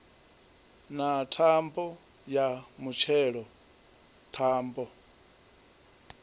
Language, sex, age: Venda, male, 39